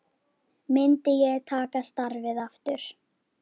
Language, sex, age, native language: Icelandic, female, 10, Icelandic